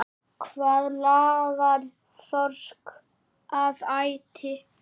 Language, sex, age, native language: Icelandic, male, 8, Icelandic